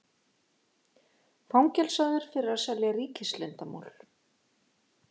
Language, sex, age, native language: Icelandic, female, 50-59, Icelandic